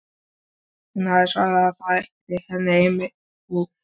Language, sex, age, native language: Icelandic, female, 13, Icelandic